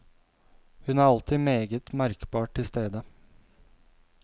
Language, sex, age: Norwegian, male, 32